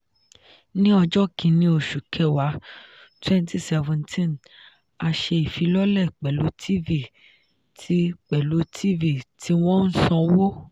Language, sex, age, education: Yoruba, female, 15-29, tertiary